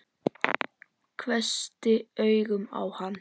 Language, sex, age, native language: Icelandic, male, 10, Icelandic